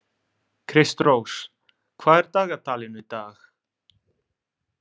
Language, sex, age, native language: Icelandic, male, 20-29, Italian